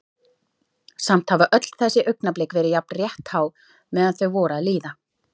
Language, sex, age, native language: Icelandic, female, 40-49, Icelandic